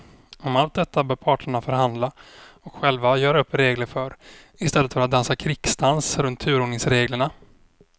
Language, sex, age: Swedish, male, 26